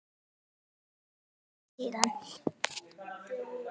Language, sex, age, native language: Icelandic, female, 9, Icelandic